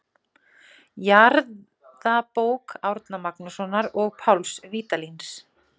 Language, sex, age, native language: Icelandic, female, 40-49, Icelandic